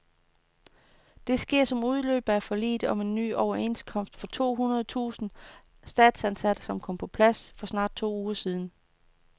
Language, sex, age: Danish, female, 29